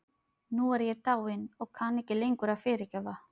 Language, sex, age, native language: Icelandic, female, 30-39, Filipino